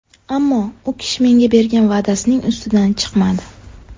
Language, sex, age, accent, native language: Uzbek, female, 18-24, Sirdaryo, Uzbek